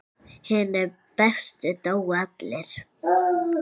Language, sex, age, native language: Icelandic, female, 6, Icelandic